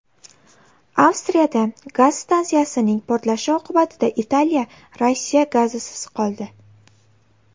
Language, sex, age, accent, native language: Uzbek, female, 18-24, Navoiy, Uzbek